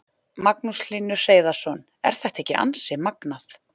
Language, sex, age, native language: Icelandic, female, 40-49, Icelandic